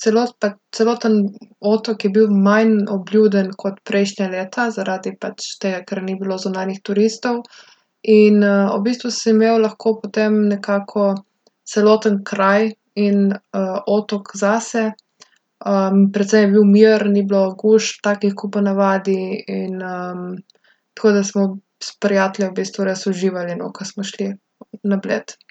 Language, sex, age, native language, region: Slovenian, female, 18-29, Slovenian, Gorica region